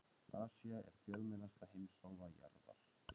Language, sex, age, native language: Icelandic, male, 30-39, Icelandic